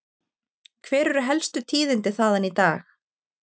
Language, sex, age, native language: Icelandic, female, 30-39, Icelandic